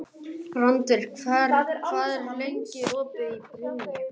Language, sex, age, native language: Icelandic, male, 18-19, Icelandic